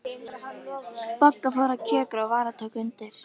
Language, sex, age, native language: Icelandic, female, 13, Icelandic